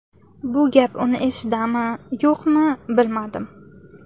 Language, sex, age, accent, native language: Uzbek, female, 18-24, Samarqand, Uzbek